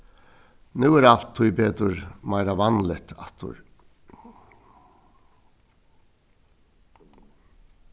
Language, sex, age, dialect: Faroese, male, 61+, Suðurstreymoy